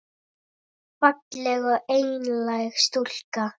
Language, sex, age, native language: Icelandic, female, 9, Icelandic